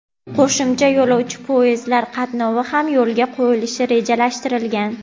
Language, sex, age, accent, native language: Uzbek, female, 18-24, Andijon, Uzbek